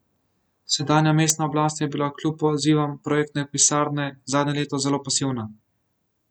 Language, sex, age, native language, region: Slovenian, male, 18-29, Slovenian, Central Slovenia